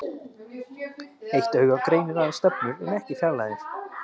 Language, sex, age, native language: Icelandic, male, 30-39, Icelandic